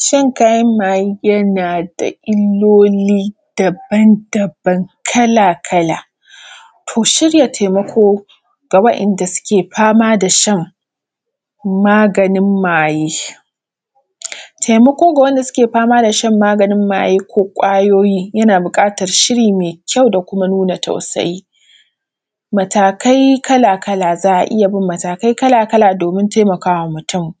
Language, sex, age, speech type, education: Hausa, female, 15-29, spontaneous, primary